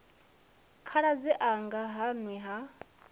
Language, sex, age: Venda, female, 25